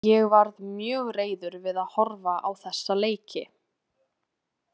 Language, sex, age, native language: Icelandic, female, 20-29, Icelandic